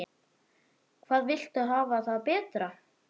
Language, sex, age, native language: Icelandic, male, 10, Icelandic